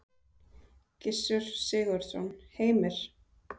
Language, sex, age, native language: Icelandic, female, 30-39, Icelandic